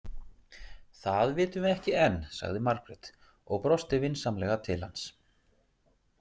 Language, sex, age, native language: Icelandic, male, 40-49, Icelandic